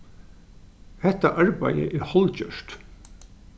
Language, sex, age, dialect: Faroese, male, 36-60, Norðurstreymoy/Eysturoy